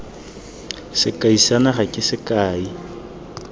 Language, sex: Tswana, male